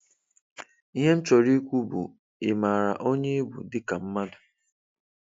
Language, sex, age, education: Igbo, male, 15-29, tertiary